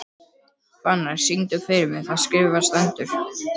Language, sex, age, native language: Icelandic, male, 12, Icelandic